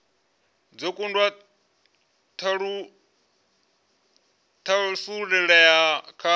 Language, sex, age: Venda, male, 34